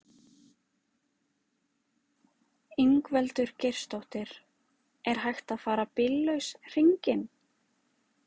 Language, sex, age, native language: Icelandic, female, 20-29, Icelandic